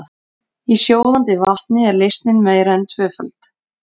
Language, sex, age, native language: Icelandic, female, 40-49, Icelandic